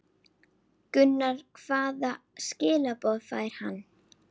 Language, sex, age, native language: Icelandic, female, 9, Icelandic